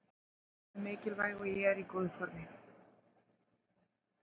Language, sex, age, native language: Icelandic, female, 40-49, Icelandic